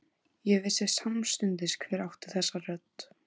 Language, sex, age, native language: Icelandic, female, 14, Icelandic